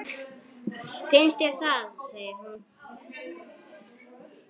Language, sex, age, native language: Icelandic, male, 9, Icelandic